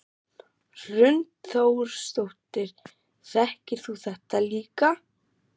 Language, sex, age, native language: Icelandic, male, 12, German